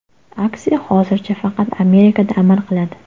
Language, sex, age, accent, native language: Uzbek, female, 18-24, Toshkent shahri, Uzbek